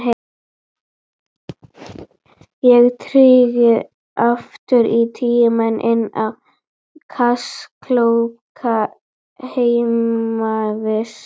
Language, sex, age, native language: Icelandic, female, 12, Icelandic